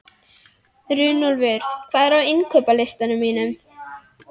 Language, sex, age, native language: Icelandic, female, 11, Icelandic